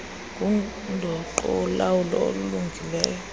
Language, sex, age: Xhosa, female, 30